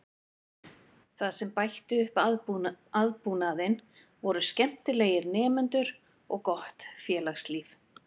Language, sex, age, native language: Icelandic, female, 50-59, Icelandic